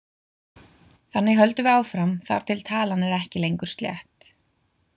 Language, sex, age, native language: Icelandic, female, 20-29, Icelandic